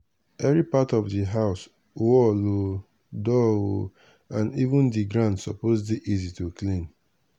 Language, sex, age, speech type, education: Nigerian Pidgin, male, 30-45, spontaneous, tertiary